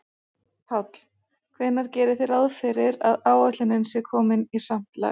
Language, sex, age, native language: Icelandic, female, 40-49, Icelandic